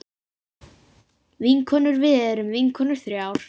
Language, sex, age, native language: Icelandic, female, 50-59, Icelandic